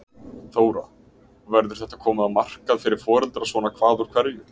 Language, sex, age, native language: Icelandic, male, 20-29, Icelandic